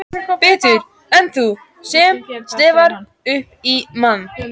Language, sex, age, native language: Icelandic, female, 14, Icelandic